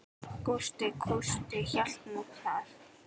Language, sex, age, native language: Icelandic, male, 10, Icelandic